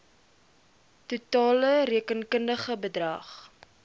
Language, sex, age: Afrikaans, female, 19